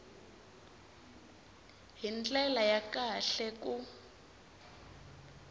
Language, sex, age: Tsonga, female, 24